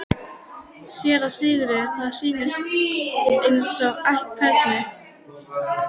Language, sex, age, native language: Icelandic, female, 12, Icelandic